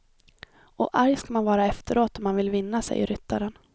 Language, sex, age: Swedish, female, 26